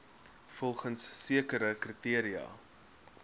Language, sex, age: Afrikaans, male, 21